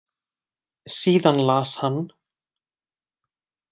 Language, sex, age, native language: Icelandic, male, 20-29, Icelandic